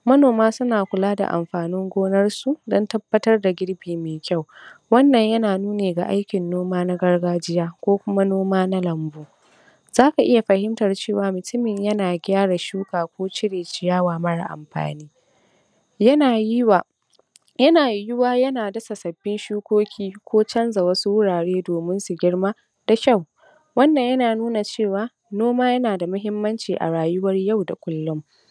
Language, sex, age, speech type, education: Hausa, female, 46-60, spontaneous, tertiary